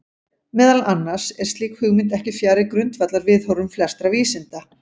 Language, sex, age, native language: Icelandic, female, 40-49, Icelandic